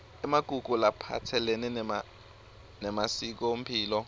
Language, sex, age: Swati, male, 23